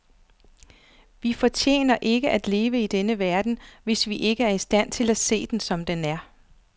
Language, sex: Danish, female